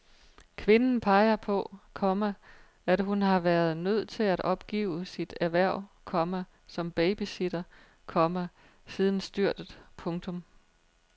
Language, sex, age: Danish, female, 43